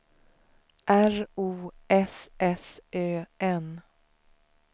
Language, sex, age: Swedish, female, 35